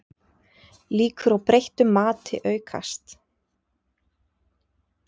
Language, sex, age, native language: Icelandic, female, 30-39, Icelandic